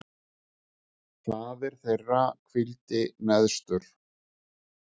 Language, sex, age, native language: Icelandic, male, 50-59, Icelandic